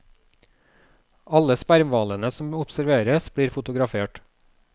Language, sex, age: Norwegian, male, 36